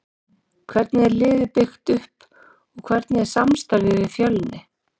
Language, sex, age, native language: Icelandic, female, 40-49, Icelandic